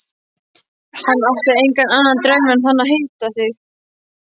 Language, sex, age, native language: Icelandic, male, 12, Icelandic